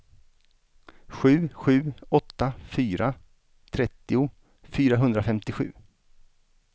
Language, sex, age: Swedish, male, 49